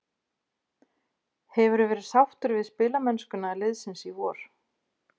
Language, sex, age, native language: Icelandic, female, 50-59, Icelandic